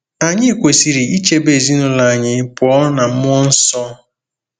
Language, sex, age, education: Igbo, male, 15-29, tertiary